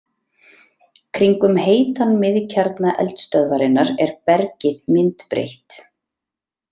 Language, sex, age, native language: Icelandic, female, 30-39, Icelandic